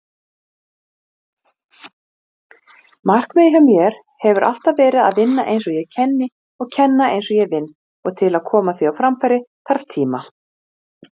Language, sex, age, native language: Icelandic, female, 40-49, Icelandic